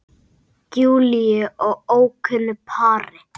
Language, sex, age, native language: Icelandic, male, 8, Icelandic